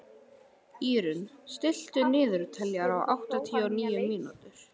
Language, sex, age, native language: Icelandic, male, 11, Icelandic